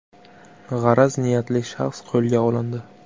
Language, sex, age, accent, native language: Uzbek, male, 18-24, Buxoro, Uzbek